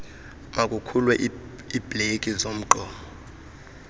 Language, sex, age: Xhosa, male, 35